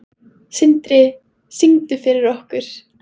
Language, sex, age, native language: Icelandic, male, 9, Icelandic